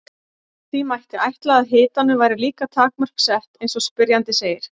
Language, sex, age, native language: Icelandic, female, 40-49, Icelandic